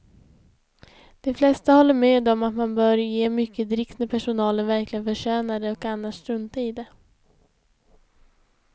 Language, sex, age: Swedish, female, 20